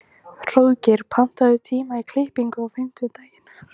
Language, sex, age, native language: Icelandic, female, 15, Icelandic